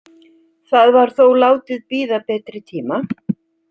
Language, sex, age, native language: Icelandic, female, 60-69, Icelandic